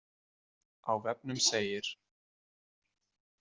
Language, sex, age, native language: Icelandic, male, 20-29, Icelandic